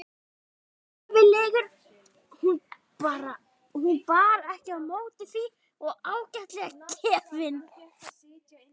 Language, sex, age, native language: Icelandic, female, 60-69, Icelandic